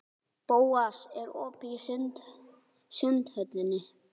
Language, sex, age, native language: Icelandic, female, 12, Icelandic